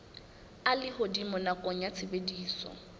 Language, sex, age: Southern Sotho, female, 19